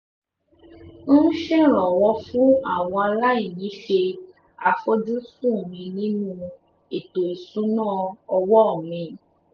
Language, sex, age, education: Yoruba, female, 15-29, tertiary